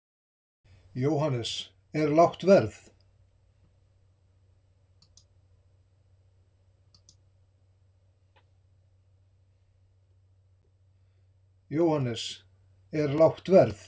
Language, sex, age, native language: Icelandic, male, 60-69, Icelandic